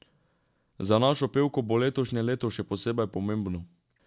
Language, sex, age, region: Slovenian, male, 18-29, Drava region